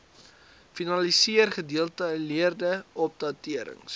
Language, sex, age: Afrikaans, male, 19